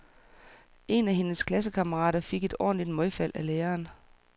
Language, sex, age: Danish, female, 44